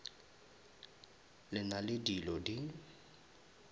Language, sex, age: Northern Sotho, male, 23